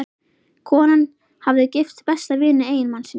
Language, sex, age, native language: Icelandic, female, 11, Icelandic